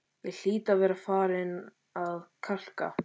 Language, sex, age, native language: Icelandic, male, 13, Icelandic